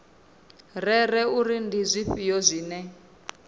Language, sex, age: Venda, female, 26